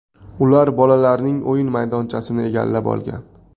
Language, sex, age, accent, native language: Uzbek, male, 25-34, Andijon, Uzbek